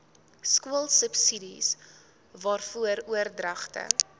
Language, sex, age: Afrikaans, female, 20